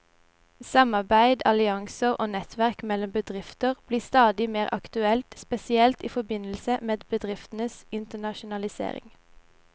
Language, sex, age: Norwegian, female, 17